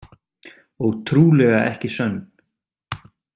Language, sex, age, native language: Icelandic, male, 30-39, Icelandic